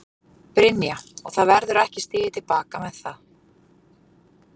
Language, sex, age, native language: Icelandic, female, 40-49, Icelandic